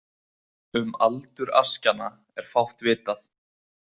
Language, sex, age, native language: Icelandic, male, 20-29, Icelandic